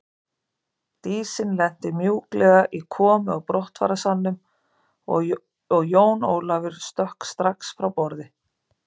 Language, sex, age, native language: Icelandic, female, 50-59, Icelandic